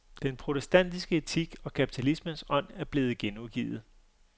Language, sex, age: Danish, male, 35